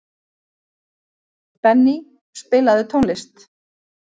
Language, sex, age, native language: Icelandic, female, 50-59, Icelandic